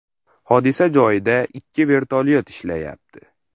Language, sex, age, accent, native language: Uzbek, male, under 19, Farg'ona, Uzbek